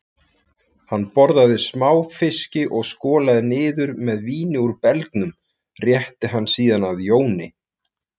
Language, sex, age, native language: Icelandic, male, 40-49, Icelandic